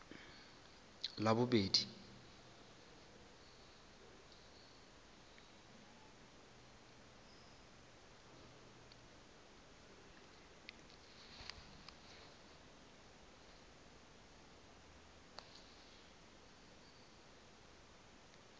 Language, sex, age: Tswana, male, 23